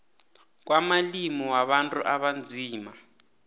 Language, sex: South Ndebele, male